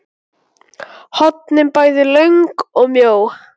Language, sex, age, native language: Icelandic, male, 9, Icelandic